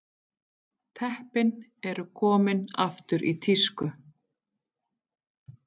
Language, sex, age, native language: Icelandic, female, 50-59, Icelandic